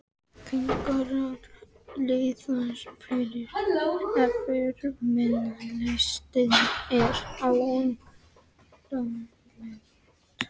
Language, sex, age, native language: Icelandic, male, 12, Icelandic